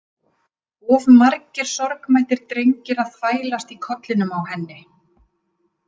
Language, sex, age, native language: Icelandic, female, 50-59, Icelandic